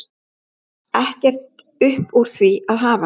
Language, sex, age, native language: Icelandic, female, 11, Icelandic